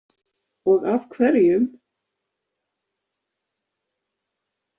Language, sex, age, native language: Icelandic, female, 50-59, Icelandic